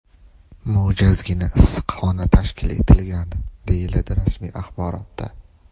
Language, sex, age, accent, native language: Uzbek, male, 18-24, Toshkent shahri, Uzbek